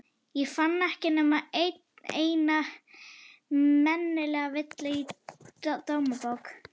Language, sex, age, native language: Icelandic, female, 11, Icelandic